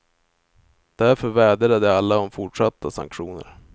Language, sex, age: Swedish, male, 25